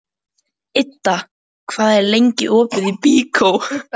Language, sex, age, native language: Icelandic, female, 12, Icelandic